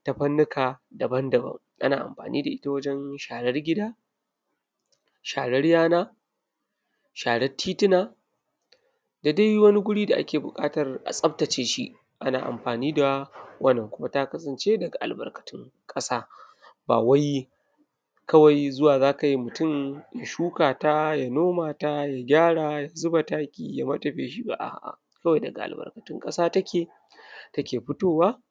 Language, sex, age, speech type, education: Hausa, male, 15-29, spontaneous, primary